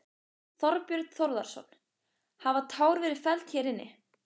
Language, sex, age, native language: Icelandic, female, 15, Icelandic